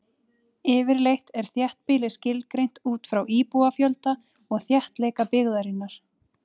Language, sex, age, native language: Icelandic, female, 30-39, Icelandic